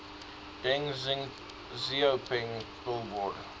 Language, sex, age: English, male, 19